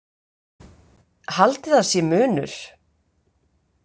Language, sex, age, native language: Icelandic, female, 50-59, Icelandic